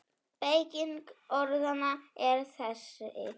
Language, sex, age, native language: Icelandic, female, 7, Polish